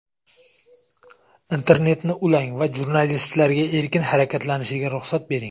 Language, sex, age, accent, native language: Uzbek, male, 19-29, Samarqand, Uzbek